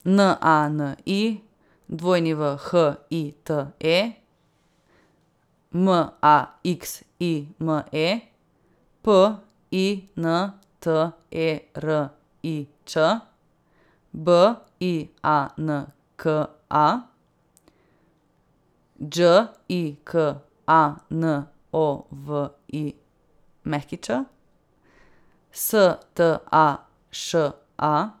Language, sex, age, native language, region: Slovenian, female, 18-29, Slovenian, Savinja region